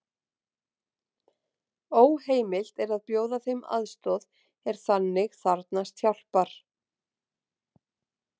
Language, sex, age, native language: Icelandic, female, 40-49, Icelandic